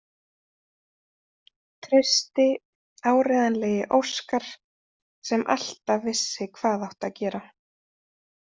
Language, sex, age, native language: Icelandic, female, 30-39, Icelandic